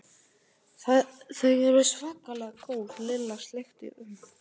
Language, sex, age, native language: Icelandic, male, 11, Icelandic